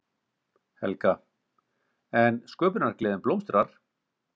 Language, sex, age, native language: Icelandic, male, 50-59, Icelandic